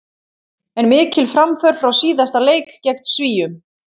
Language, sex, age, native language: Icelandic, female, 30-39, Icelandic